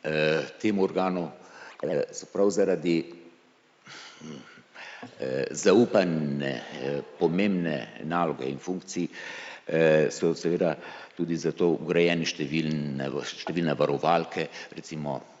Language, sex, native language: Slovenian, male, Slovenian